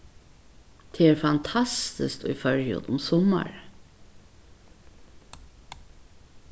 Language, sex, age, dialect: Faroese, female, 61+, Vágar